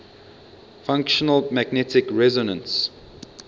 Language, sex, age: English, male, 22